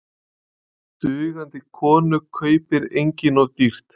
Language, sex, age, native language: Icelandic, male, 20-29, Icelandic